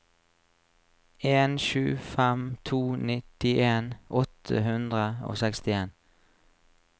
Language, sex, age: Norwegian, male, 35